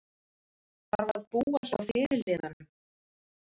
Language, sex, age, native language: Icelandic, female, 30-39, Icelandic